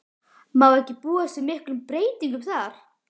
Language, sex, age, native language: Icelandic, female, 12, Icelandic